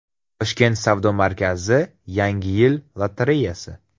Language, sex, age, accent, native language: Uzbek, male, 18-24, Surxondaryo, Uzbek